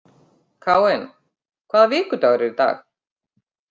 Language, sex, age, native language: Icelandic, female, 50-59, Icelandic